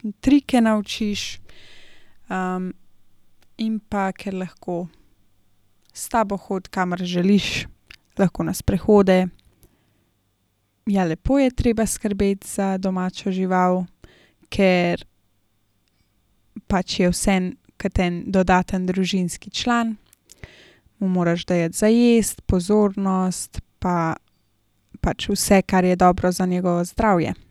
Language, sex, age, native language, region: Slovenian, female, 18-29, Slovenian, Gorenjska region